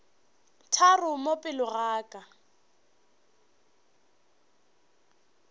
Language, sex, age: Northern Sotho, female, 21